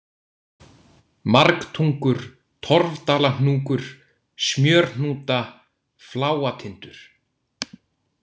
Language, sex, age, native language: Icelandic, male, 18-19, Icelandic